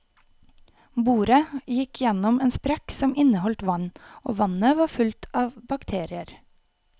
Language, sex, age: Norwegian, female, 28